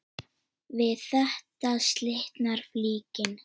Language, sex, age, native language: Icelandic, female, 10, Icelandic